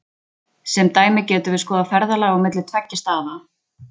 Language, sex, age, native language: Icelandic, female, 20-29, Icelandic